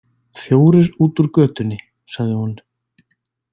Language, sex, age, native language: Icelandic, male, 20-29, Icelandic